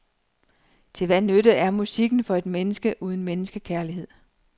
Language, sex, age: Danish, female, 39